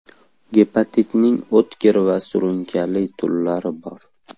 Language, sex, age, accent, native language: Uzbek, male, 18-24, Andijon, Uzbek